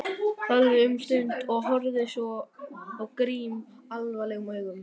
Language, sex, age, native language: Icelandic, male, 12, Icelandic